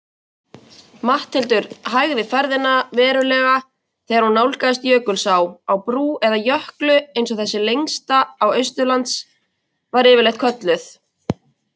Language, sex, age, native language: Icelandic, female, 20-29, Icelandic